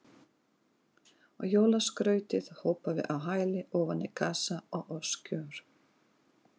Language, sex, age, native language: Icelandic, female, 40-49, Russian